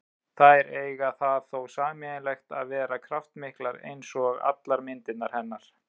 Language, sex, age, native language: Icelandic, male, 30-39, Icelandic